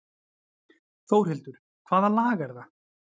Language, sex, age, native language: Icelandic, male, 40-49, Icelandic